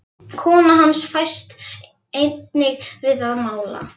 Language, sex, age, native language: Icelandic, female, 11, Icelandic